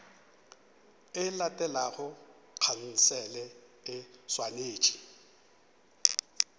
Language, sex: Northern Sotho, male